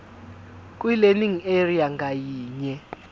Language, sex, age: Zulu, male, 24